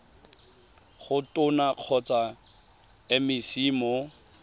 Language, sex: Tswana, male